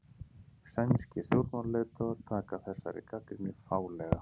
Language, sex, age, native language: Icelandic, male, 40-49, Icelandic